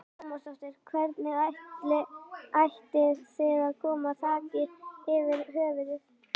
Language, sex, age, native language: Icelandic, female, 11, Icelandic